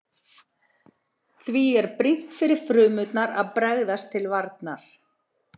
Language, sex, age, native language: Icelandic, female, 40-49, Icelandic